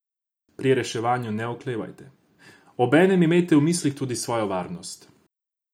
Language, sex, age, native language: Slovenian, male, 18-29, Croatian